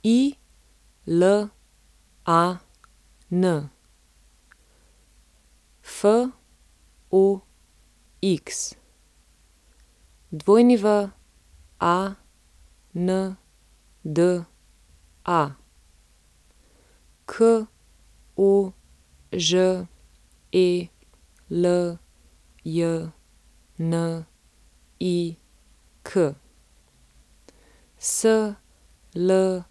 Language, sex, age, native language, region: Slovenian, female, 30-49, Slovenian, Central Slovenia